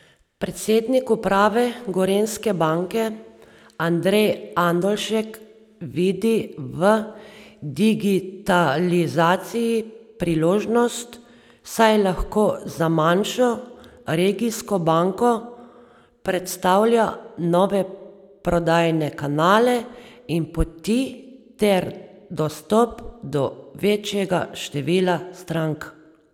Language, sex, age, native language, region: Slovenian, female, 30-49, Slovenian, Savinja region